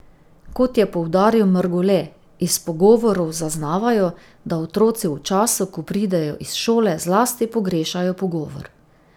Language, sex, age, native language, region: Slovenian, female, 50-59, Slovenian, Drava region